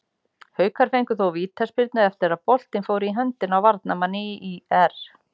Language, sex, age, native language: Icelandic, female, 40-49, Icelandic